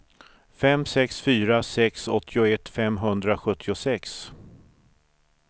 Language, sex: Swedish, male